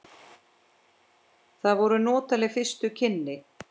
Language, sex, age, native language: Icelandic, female, 10, Icelandic